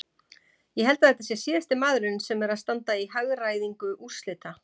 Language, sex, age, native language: Icelandic, female, 50-59, Icelandic